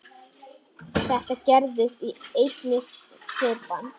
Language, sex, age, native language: Icelandic, female, 10, Icelandic